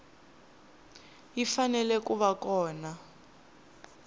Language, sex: Tsonga, female